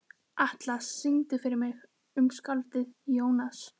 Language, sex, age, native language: Icelandic, female, 12, Icelandic